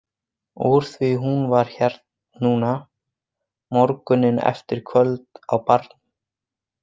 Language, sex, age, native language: Icelandic, male, 20-29, Icelandic